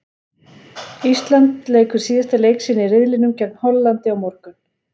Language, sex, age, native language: Icelandic, female, 40-49, Icelandic